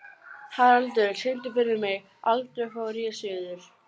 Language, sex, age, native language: Icelandic, female, 12, Icelandic